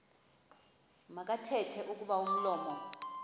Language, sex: Xhosa, female